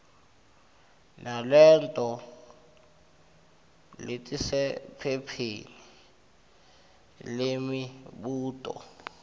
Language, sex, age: Swati, male, 21